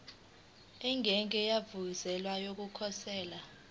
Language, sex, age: Zulu, female, 19